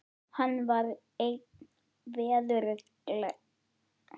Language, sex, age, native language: Icelandic, female, 11, Icelandic